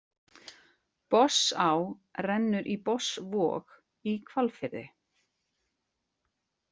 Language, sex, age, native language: Icelandic, female, 40-49, Icelandic